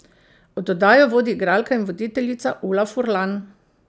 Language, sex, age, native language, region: Slovenian, female, 50-59, Slovenian, Central Slovenia